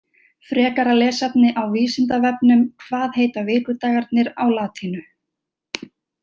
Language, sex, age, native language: Icelandic, female, 20-29, Icelandic